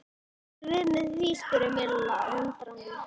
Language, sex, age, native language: Icelandic, male, 11, Icelandic